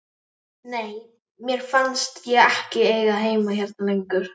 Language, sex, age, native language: Icelandic, female, 11, Icelandic